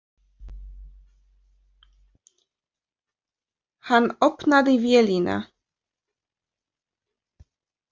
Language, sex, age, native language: Icelandic, female, 30-39, Polish